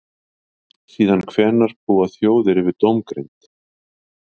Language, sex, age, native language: Icelandic, male, 50-59, Icelandic